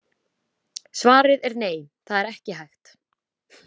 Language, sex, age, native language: Icelandic, female, 20-29, Icelandic